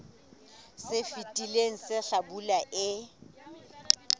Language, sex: Southern Sotho, female